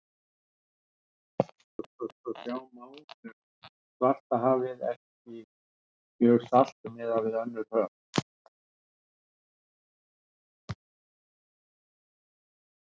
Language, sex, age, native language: Icelandic, male, 60-69, Icelandic